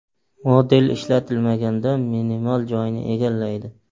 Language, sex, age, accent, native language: Uzbek, male, 19-29, Surxondaryo, Uzbek